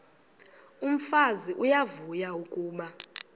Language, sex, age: Xhosa, female, 22